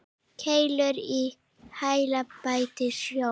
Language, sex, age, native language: Icelandic, female, 9, Icelandic